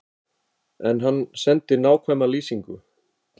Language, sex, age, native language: Icelandic, male, 50-59, Icelandic